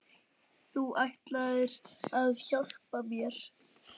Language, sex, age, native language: Icelandic, male, 9, Icelandic